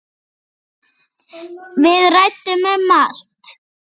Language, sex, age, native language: Icelandic, female, 8, Icelandic